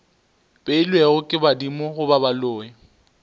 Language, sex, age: Northern Sotho, male, 20